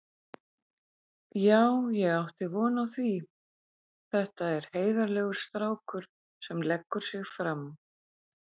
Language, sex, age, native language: Icelandic, female, 50-59, Icelandic